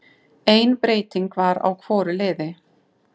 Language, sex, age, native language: Icelandic, female, 30-39, Icelandic